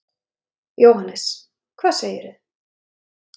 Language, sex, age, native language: Icelandic, female, 30-39, Icelandic